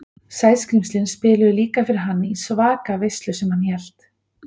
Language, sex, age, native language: Icelandic, female, 40-49, Icelandic